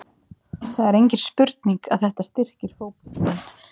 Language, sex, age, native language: Icelandic, female, 30-39, Icelandic